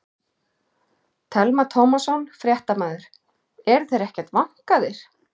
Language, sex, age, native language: Icelandic, male, 11, Icelandic